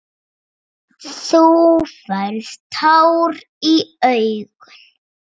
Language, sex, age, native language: Icelandic, female, 7, Icelandic